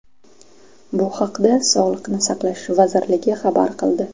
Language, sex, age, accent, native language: Uzbek, female, 12-17, Toshkent viloyati, Uzbek